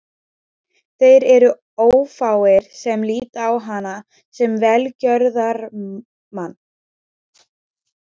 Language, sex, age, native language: Icelandic, female, 12, Icelandic